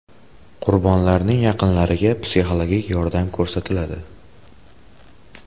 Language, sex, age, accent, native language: Uzbek, male, 18-24, Farg'ona, Uzbek